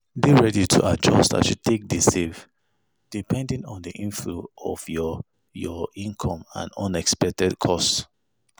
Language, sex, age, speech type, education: Nigerian Pidgin, male, 30-45, spontaneous, tertiary